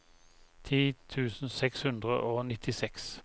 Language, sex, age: Norwegian, male, 51